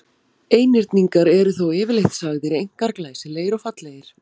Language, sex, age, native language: Icelandic, female, 40-49, Icelandic